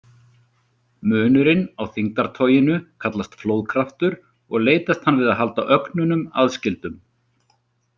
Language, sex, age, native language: Icelandic, male, 40-49, Icelandic